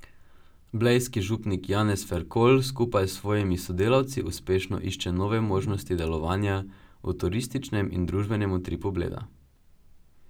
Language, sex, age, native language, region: Slovenian, male, 12-17, Slovenian, Drava region